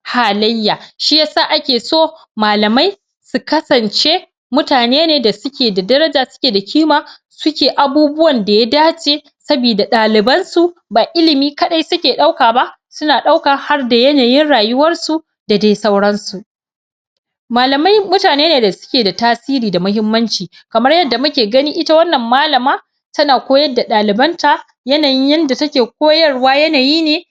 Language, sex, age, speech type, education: Hausa, female, 30-45, spontaneous, tertiary